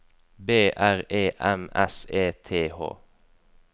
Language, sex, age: Norwegian, female, 20